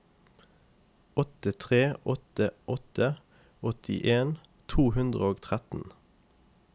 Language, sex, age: Norwegian, male, 28